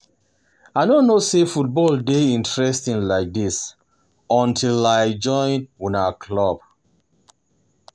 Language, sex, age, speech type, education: Nigerian Pidgin, male, 30-45, spontaneous, tertiary